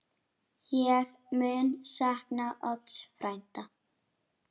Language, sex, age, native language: Icelandic, female, 8, Icelandic